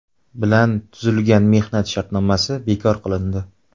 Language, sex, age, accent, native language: Uzbek, male, 25-34, Samarqand, Uzbek